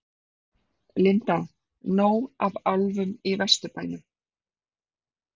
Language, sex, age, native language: Icelandic, female, 30-39, Icelandic